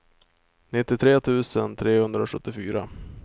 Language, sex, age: Swedish, male, 25